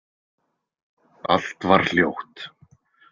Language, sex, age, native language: Icelandic, male, 20-29, Icelandic